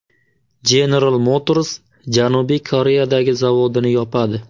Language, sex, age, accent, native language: Uzbek, male, 18-24, Surxondaryo, Uzbek